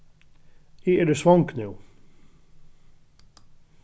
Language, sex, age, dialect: Faroese, male, 36-60, Norðuroyggjar